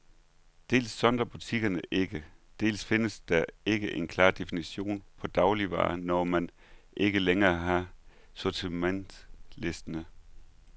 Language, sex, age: Danish, male, 39